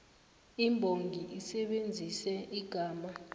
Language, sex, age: South Ndebele, female, 19